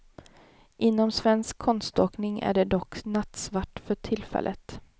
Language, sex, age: Swedish, female, 18